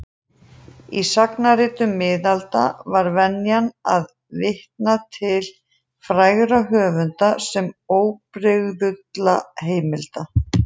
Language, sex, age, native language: Icelandic, female, 40-49, Icelandic